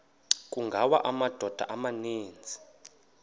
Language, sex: Xhosa, male